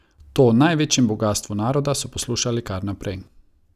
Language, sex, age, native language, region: Slovenian, male, 30-49, Croatian, Savinja region